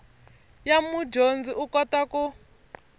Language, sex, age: Tsonga, female, 25